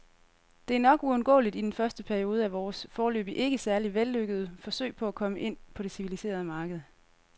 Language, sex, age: Danish, female, 30